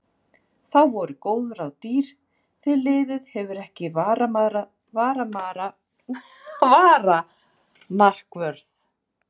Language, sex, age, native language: Icelandic, female, 40-49, Icelandic